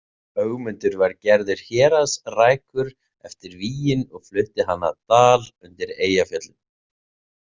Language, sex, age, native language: Icelandic, male, 30-39, Icelandic